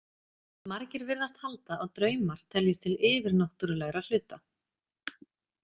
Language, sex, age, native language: Icelandic, female, 30-39, Icelandic